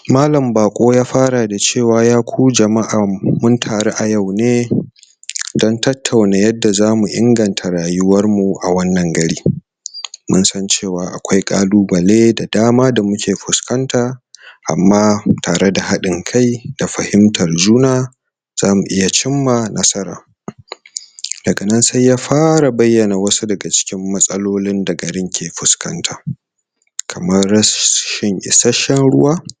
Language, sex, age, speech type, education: Hausa, male, 30-45, spontaneous, tertiary